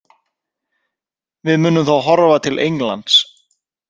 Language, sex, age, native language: Icelandic, male, 30-39, Icelandic